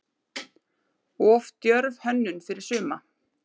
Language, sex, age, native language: Icelandic, male, 9, Icelandic